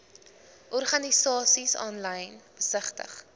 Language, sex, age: Afrikaans, female, 20